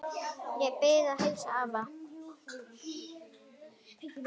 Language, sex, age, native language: Icelandic, female, 9, Icelandic